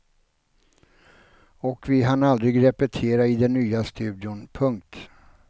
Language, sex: Swedish, male